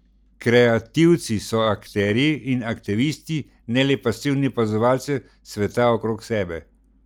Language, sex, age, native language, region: Slovenian, male, 60+, Slovenian, Central Slovenia